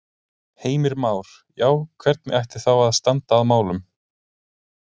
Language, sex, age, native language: Icelandic, male, 20-29, Icelandic